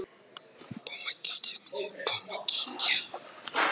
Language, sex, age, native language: Icelandic, other, 18-19, Icelandic